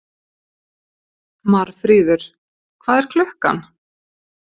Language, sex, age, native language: Icelandic, female, 50-59, Icelandic